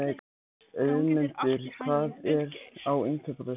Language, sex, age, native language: Icelandic, male, 14, Icelandic